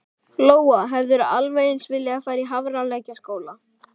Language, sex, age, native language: Icelandic, male, 12, Icelandic